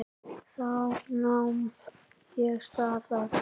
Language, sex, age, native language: Icelandic, male, 10, Icelandic